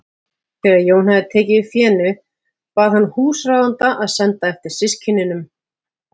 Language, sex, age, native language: Icelandic, female, 40-49, Icelandic